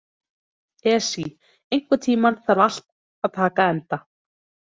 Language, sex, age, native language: Icelandic, female, 30-39, Icelandic